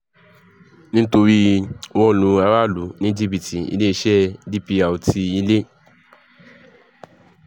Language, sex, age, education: Yoruba, male, 15-29, tertiary